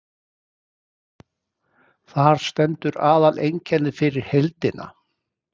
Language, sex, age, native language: Icelandic, male, 60-69, Icelandic